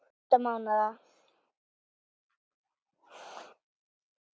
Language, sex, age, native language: Icelandic, female, 9, Icelandic